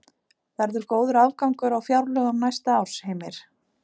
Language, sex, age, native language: Icelandic, female, 30-39, Icelandic